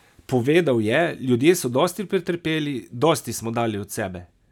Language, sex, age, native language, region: Slovenian, male, 30-49, Slovenian, Savinja region